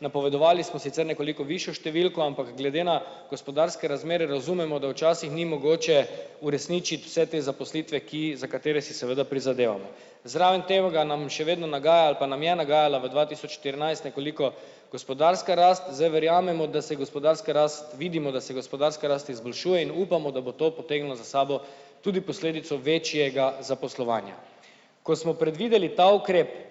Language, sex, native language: Slovenian, male, Slovenian